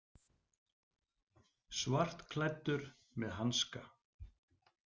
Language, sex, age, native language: Icelandic, male, 40-49, Icelandic